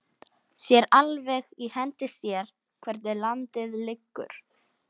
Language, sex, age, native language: Icelandic, female, 12, Icelandic